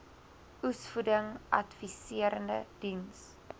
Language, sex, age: Afrikaans, female, 20